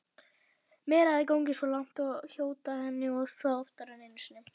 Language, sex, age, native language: Icelandic, female, 40-49, Icelandic